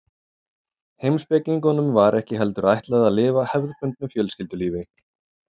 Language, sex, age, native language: Icelandic, male, 30-39, Icelandic